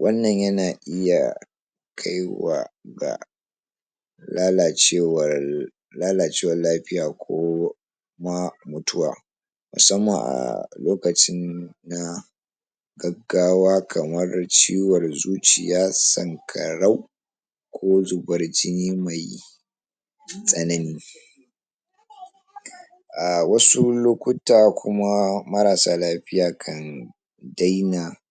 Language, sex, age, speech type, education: Hausa, male, 46-60, spontaneous, tertiary